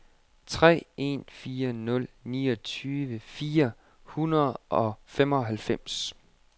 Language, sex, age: Danish, male, 25